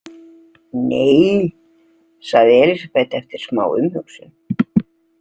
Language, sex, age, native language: Icelandic, female, 60-69, Icelandic